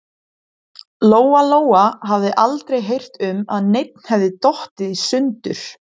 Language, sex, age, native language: Icelandic, female, 20-29, Icelandic